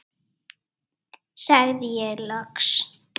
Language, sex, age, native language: Icelandic, female, 8, Icelandic